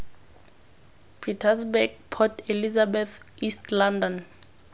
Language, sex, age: Tswana, female, 19